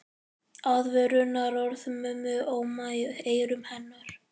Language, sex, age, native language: Icelandic, male, 11, Icelandic